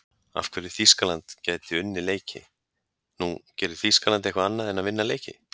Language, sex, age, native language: Icelandic, male, 40-49, Icelandic